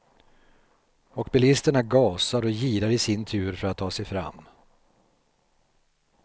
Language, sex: Swedish, male